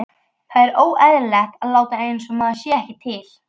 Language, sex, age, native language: Icelandic, female, 12, Icelandic